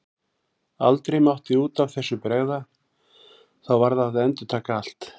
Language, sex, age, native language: Icelandic, male, 40-49, Icelandic